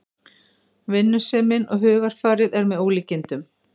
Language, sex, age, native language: Icelandic, female, 50-59, Icelandic